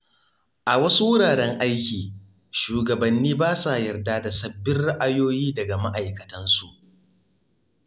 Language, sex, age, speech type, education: Hausa, male, 15-29, spontaneous, tertiary